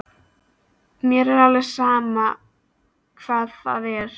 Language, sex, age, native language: Icelandic, female, 13, Icelandic